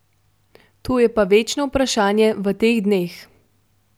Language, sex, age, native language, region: Slovenian, female, 12-17, Slovenian, Central Slovenia